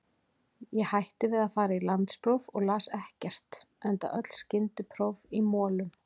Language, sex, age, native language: Icelandic, female, 40-49, Icelandic